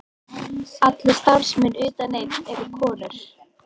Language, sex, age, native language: Icelandic, female, 18-19, Icelandic